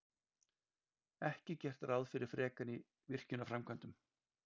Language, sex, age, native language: Icelandic, male, 50-59, Icelandic